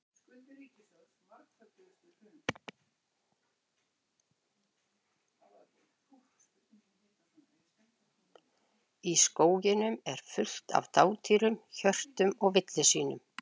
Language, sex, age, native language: Icelandic, female, 60-69, Icelandic